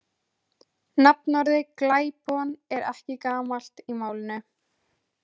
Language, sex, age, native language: Icelandic, female, 20-29, Icelandic